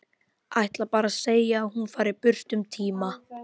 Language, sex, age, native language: Icelandic, female, 12, Icelandic